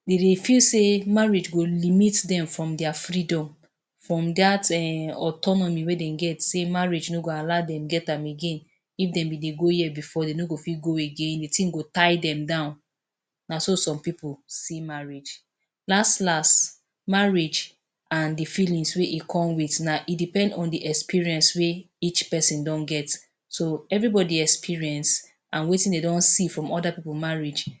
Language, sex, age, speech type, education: Nigerian Pidgin, female, 30-45, spontaneous, tertiary